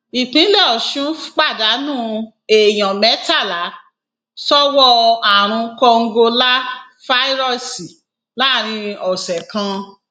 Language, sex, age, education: Yoruba, female, 46-60, tertiary